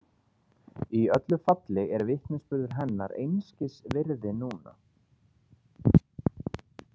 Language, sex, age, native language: Icelandic, male, 30-39, Icelandic